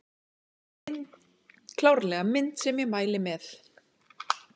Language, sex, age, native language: Icelandic, female, 30-39, Icelandic